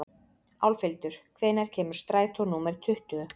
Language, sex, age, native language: Icelandic, female, 30-39, Icelandic